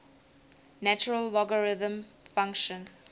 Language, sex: English, female